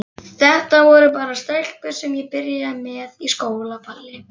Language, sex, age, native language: Icelandic, male, 11, Icelandic